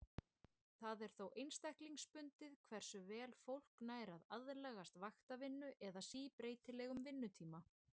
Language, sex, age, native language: Icelandic, female, 20-29, Icelandic